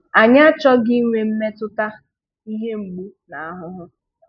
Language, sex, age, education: Igbo, female, 15-29, tertiary